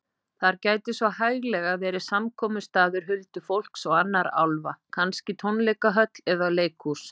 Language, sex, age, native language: Icelandic, female, 50-59, Icelandic